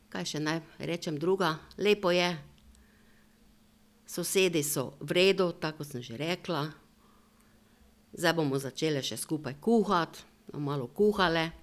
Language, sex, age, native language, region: Slovenian, female, 60+, Slovenian, Drava region